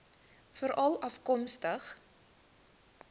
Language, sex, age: Afrikaans, female, 19